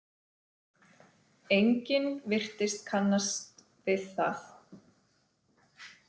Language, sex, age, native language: Icelandic, female, 30-39, Icelandic